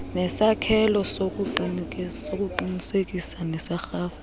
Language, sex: Xhosa, female